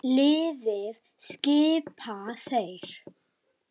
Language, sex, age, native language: Icelandic, male, 9, Icelandic